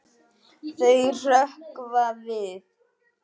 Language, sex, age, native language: Icelandic, female, 8, Icelandic